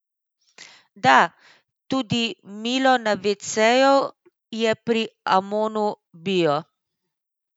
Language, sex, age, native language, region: Slovenian, female, 50-59, Slovenian, Central Slovenia